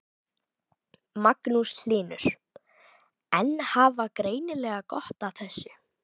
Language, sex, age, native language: Icelandic, female, 12, Icelandic